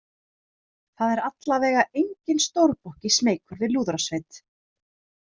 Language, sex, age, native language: Icelandic, female, 30-39, Icelandic